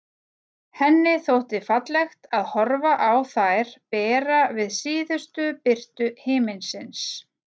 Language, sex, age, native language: Icelandic, female, 40-49, Icelandic